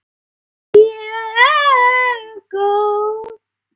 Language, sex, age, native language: Icelandic, female, 9, Icelandic